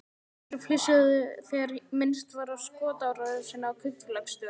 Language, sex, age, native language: Icelandic, male, 12, Icelandic